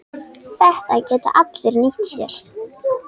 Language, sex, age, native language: Icelandic, female, 10, Icelandic